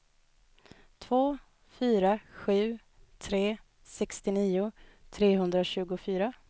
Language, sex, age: Swedish, female, 20